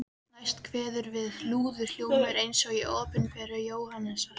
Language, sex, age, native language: Icelandic, female, 13, Icelandic